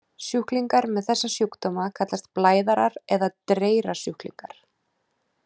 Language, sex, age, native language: Icelandic, female, 30-39, Icelandic